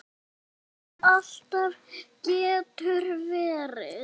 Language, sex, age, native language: Icelandic, male, 6, Icelandic